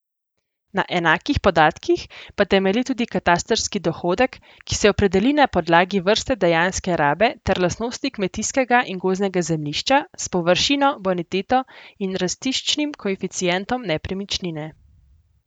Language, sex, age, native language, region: Slovenian, female, 18-29, Slovenian, Central Slovenia